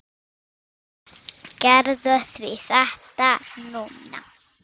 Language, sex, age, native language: Icelandic, female, 6, Icelandic